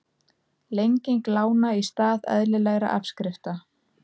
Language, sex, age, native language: Icelandic, female, 30-39, Icelandic